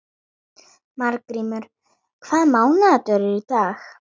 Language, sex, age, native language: Icelandic, female, 11, Icelandic